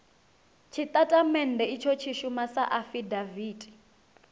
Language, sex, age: Venda, female, 19